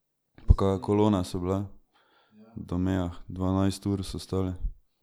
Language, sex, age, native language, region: Slovenian, male, 18-29, Slovenian, Drava region